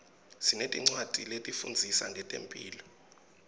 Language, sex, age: Swati, male, 21